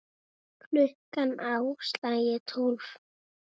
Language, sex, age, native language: Icelandic, male, 7, Icelandic